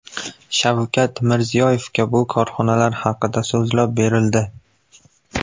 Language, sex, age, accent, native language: Uzbek, male, 18-24, Qashqadaryo, Uzbek